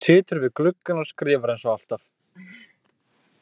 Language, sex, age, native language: Icelandic, male, 18-19, Icelandic